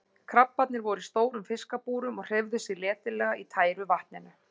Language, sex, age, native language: Icelandic, female, 40-49, Icelandic